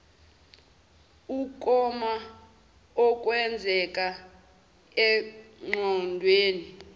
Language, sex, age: Zulu, male, 18